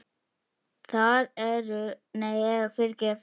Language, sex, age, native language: Icelandic, male, 8, Icelandic